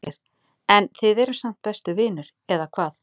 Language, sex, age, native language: Icelandic, female, 40-49, Icelandic